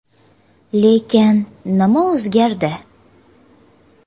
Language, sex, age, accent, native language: Uzbek, female, 18-24, Jizzax, Uzbek